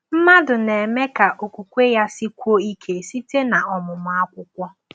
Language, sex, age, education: Igbo, female, 15-29, tertiary